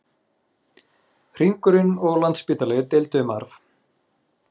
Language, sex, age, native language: Icelandic, male, 40-49, Icelandic